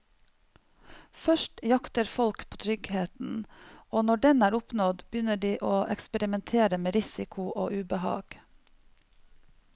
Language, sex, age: Norwegian, female, 45